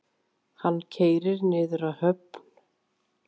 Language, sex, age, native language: Icelandic, male, 7, Icelandic